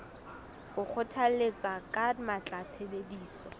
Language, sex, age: Southern Sotho, female, 19